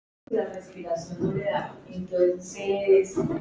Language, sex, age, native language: Icelandic, female, 10, Icelandic